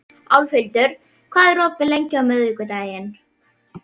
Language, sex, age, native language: Icelandic, female, 11, Icelandic